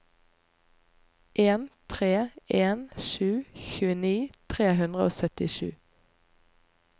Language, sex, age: Norwegian, female, 25